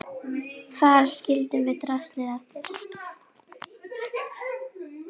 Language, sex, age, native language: Icelandic, female, 10, Icelandic